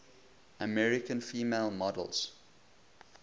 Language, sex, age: English, male, 20